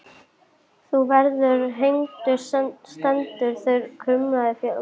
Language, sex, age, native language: Icelandic, female, 11, Icelandic